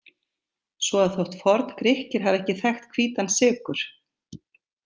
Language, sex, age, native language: Icelandic, female, 50-59, Icelandic